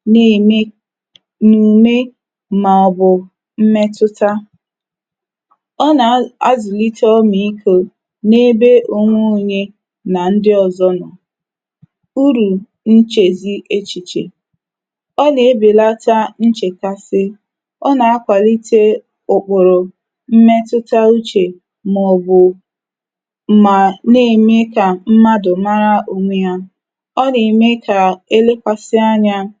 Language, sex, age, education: Igbo, female, 30-45, tertiary